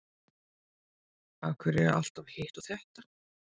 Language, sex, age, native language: Icelandic, female, 50-59, Icelandic